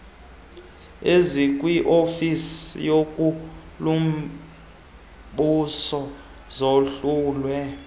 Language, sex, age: Xhosa, male, 22